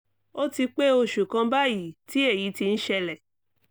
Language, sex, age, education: Yoruba, female, 30-45, tertiary